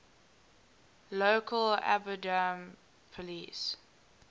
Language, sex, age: English, female, 19